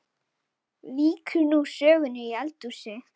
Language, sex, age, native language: Icelandic, male, 9, Icelandic